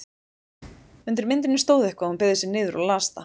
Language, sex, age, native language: Icelandic, female, 20-29, Icelandic